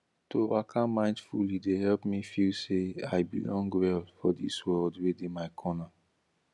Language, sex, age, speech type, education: Nigerian Pidgin, male, 15-29, spontaneous, tertiary